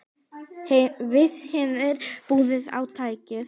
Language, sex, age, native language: Icelandic, female, 10, Icelandic